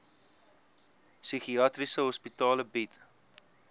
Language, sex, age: Afrikaans, male, 22